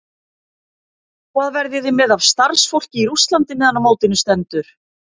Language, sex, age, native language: Icelandic, female, 50-59, Icelandic